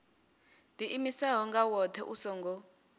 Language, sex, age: Venda, female, 28